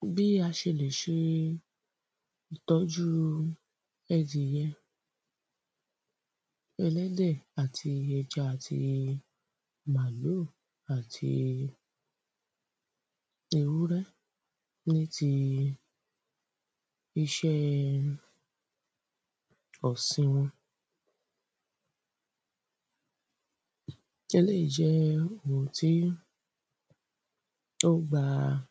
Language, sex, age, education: Yoruba, female, 30-45, tertiary